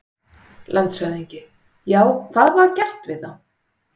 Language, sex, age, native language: Icelandic, female, 30-39, Icelandic